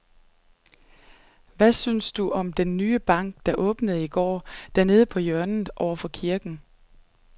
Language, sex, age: Danish, female, 39